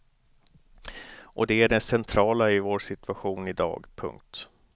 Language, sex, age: Swedish, male, 29